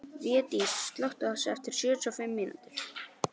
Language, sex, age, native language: Icelandic, male, 18-19, Icelandic